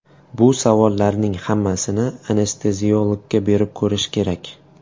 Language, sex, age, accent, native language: Uzbek, male, 18-24, Toshkent shahri, Uzbek